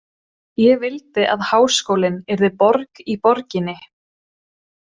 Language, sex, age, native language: Icelandic, female, 20-29, Swedish